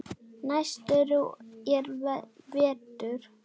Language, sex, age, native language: Icelandic, female, 9, Icelandic